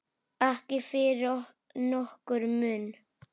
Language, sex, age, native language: Icelandic, female, 8, Icelandic